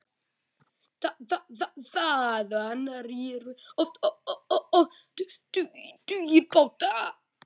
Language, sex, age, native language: Icelandic, male, 10, Icelandic